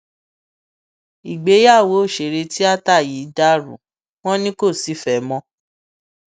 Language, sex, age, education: Yoruba, female, 30-45, tertiary